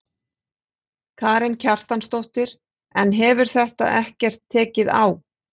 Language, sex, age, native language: Icelandic, female, 40-49, Icelandic